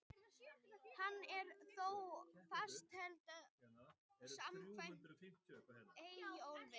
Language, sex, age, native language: Icelandic, male, 18-19, Icelandic